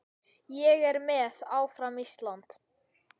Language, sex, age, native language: Icelandic, male, 10, Icelandic